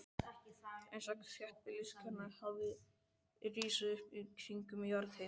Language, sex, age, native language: Icelandic, male, 12, Icelandic